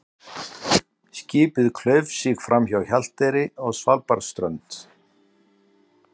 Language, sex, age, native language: Icelandic, male, 60-69, Icelandic